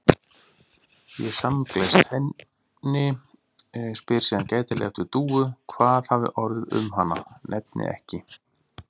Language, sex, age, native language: Icelandic, male, 40-49, Icelandic